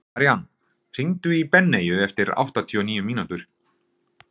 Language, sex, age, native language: Icelandic, male, 40-49, Icelandic